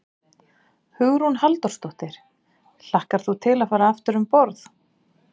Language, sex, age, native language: Icelandic, female, 30-39, Icelandic